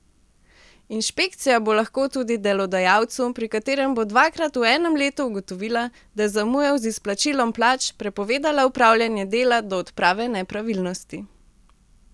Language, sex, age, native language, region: Slovenian, female, 18-29, Slovenian, Central Slovenia